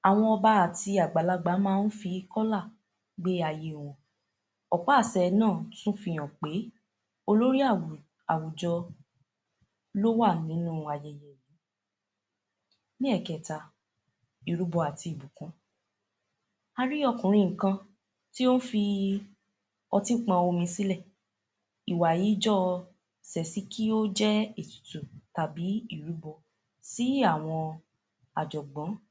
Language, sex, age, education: Yoruba, female, 15-29, tertiary